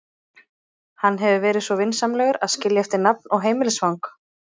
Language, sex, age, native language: Icelandic, female, 30-39, Icelandic